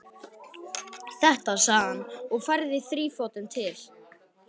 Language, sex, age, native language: Icelandic, male, 12, Icelandic